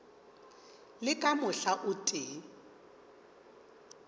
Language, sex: Northern Sotho, male